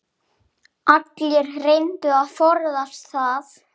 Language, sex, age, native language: Icelandic, male, 7, Icelandic